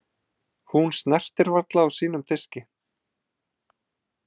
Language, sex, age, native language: Icelandic, male, 20-29, Icelandic